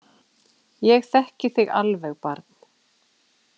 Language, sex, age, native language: Icelandic, female, 40-49, Icelandic